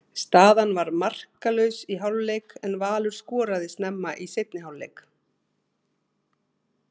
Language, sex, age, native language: Icelandic, female, 50-59, Icelandic